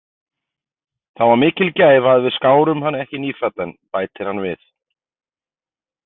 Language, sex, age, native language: Icelandic, male, 50-59, Icelandic